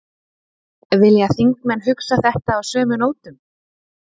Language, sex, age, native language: Icelandic, female, 30-39, Icelandic